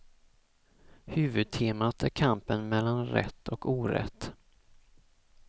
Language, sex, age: Swedish, male, 34